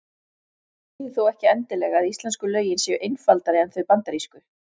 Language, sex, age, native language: Icelandic, female, 40-49, Icelandic